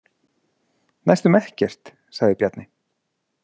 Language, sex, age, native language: Icelandic, male, 40-49, Icelandic